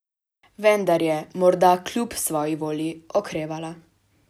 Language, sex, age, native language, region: Slovenian, female, 18-29, Slovenian, Savinja region